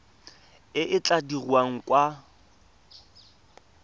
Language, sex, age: Tswana, male, 22